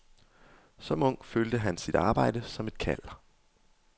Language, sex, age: Danish, male, 22